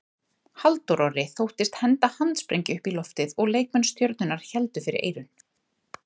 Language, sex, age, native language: Icelandic, female, 30-39, Icelandic